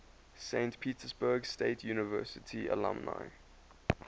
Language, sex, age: English, male, 19